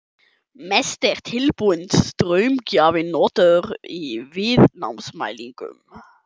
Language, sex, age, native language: Icelandic, male, 12, German